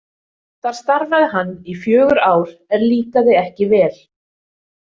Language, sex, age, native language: Icelandic, female, 20-29, Icelandic